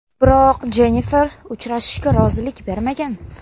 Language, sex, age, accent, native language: Uzbek, female, under 19, Namangan, Uzbek